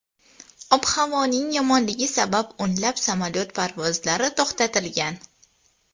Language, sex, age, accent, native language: Uzbek, female, under 19, Toshkent viloyati, Uzbek